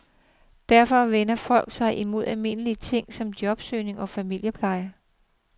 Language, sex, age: Danish, female, 42